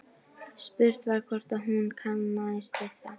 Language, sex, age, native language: Icelandic, female, 11, Icelandic